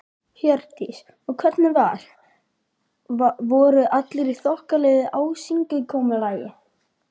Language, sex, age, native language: Icelandic, male, 12, Icelandic